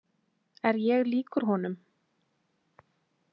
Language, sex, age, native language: Icelandic, female, 20-29, Icelandic